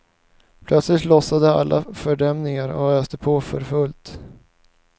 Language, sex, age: Swedish, male, 19